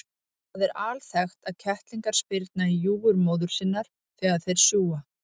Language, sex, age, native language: Icelandic, female, 40-49, Icelandic